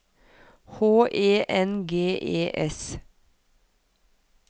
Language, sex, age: Norwegian, female, 43